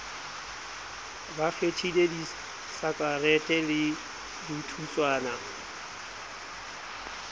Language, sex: Southern Sotho, male